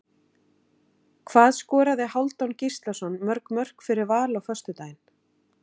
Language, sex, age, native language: Icelandic, female, 40-49, Icelandic